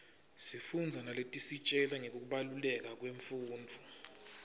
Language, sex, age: Swati, male, 25